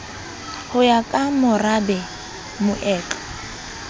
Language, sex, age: Southern Sotho, female, 22